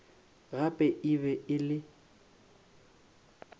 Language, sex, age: Northern Sotho, male, 18